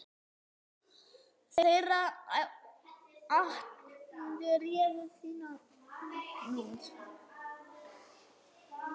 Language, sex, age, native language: Icelandic, male, 9, Icelandic